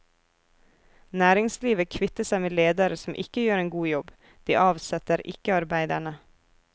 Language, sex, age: Norwegian, female, 24